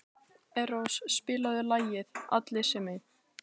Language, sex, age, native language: Icelandic, female, 16, Icelandic